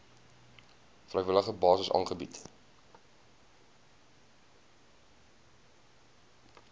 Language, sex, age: Afrikaans, male, 20